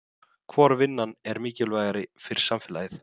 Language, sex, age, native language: Icelandic, male, 30-39, Icelandic